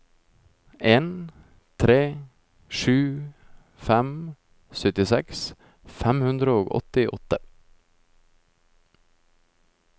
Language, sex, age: Norwegian, male, 24